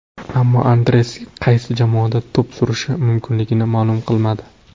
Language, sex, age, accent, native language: Uzbek, male, 18-24, Jizzax, Uzbek